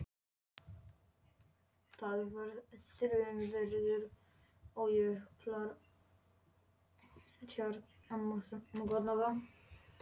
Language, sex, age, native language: Icelandic, male, 11, Polish